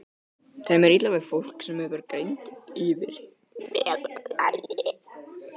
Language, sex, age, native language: Icelandic, male, 12, Icelandic